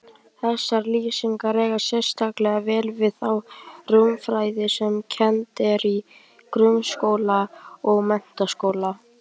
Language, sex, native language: Icelandic, male, Icelandic